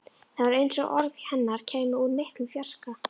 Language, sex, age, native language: Icelandic, female, 11, Icelandic